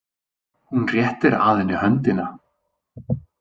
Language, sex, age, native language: Icelandic, male, 20-29, Icelandic